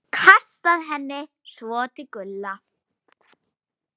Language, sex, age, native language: Icelandic, female, 8, Icelandic